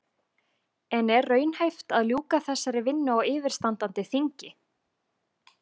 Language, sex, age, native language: Icelandic, female, 20-29, Icelandic